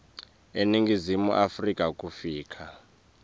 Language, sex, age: Swati, male, 23